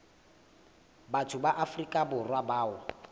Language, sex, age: Southern Sotho, male, 18